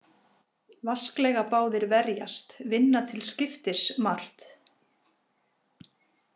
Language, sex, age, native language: Icelandic, female, 50-59, Icelandic